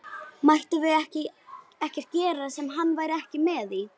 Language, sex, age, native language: Icelandic, female, 11, Icelandic